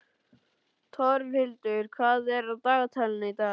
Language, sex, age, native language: Icelandic, male, 12, Icelandic